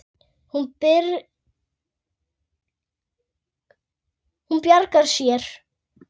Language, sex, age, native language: Icelandic, female, 9, Icelandic